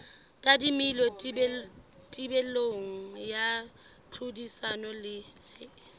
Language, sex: Southern Sotho, female